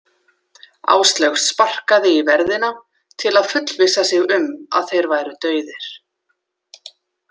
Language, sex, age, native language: Icelandic, female, 40-49, Icelandic